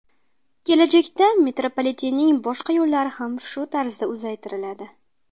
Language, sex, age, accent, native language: Uzbek, female, 19-29, Qashqadaryo, Uzbek